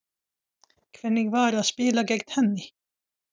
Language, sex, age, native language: Icelandic, female, 40-49, Swedish